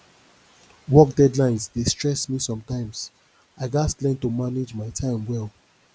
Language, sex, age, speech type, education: Nigerian Pidgin, male, 30-45, spontaneous, tertiary